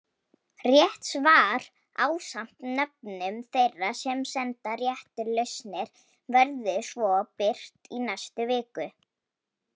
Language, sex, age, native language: Icelandic, female, 18-19, Polish